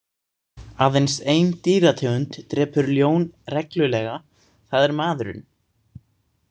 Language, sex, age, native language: Icelandic, male, 18-19, Icelandic